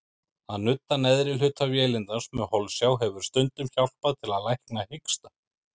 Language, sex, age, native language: Icelandic, male, 30-39, Icelandic